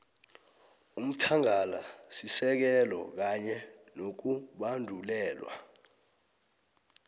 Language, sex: South Ndebele, male